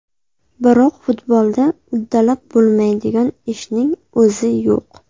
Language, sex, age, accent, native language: Uzbek, female, 18-24, Namangan, Uzbek